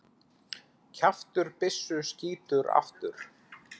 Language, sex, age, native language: Icelandic, male, 10, Icelandic